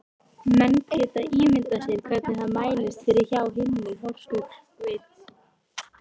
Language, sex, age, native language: Icelandic, female, 18-19, Icelandic